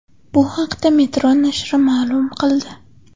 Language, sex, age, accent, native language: Uzbek, female, 18-24, Samarqand, Uzbek